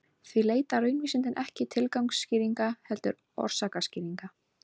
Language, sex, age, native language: Icelandic, female, 18-19, Icelandic